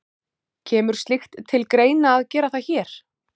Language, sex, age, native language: Icelandic, female, 30-39, Icelandic